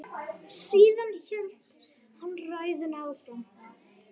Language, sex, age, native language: Icelandic, female, 9, Icelandic